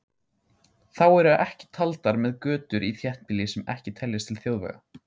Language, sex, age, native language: Icelandic, male, 16, Icelandic